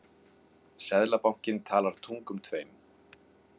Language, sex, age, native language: Icelandic, male, 40-49, Icelandic